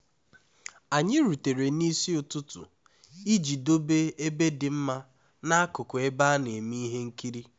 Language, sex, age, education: Igbo, male, 15-29, tertiary